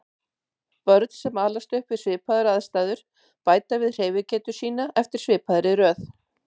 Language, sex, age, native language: Icelandic, female, 50-59, Icelandic